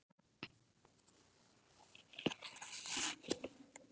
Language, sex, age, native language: Icelandic, female, 9, Icelandic